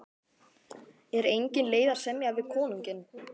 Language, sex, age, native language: Icelandic, male, 11, Icelandic